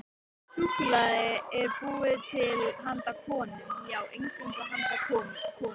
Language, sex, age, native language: Icelandic, female, 13, Icelandic